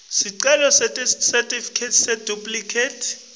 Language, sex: Swati, male